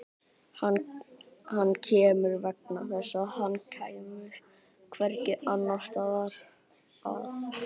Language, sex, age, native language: Icelandic, female, 60-69, Icelandic